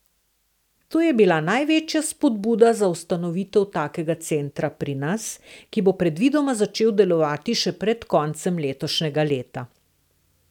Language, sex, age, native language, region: Slovenian, female, 60+, Slovenian, Southeast Slovenia